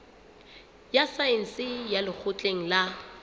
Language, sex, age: Southern Sotho, female, 29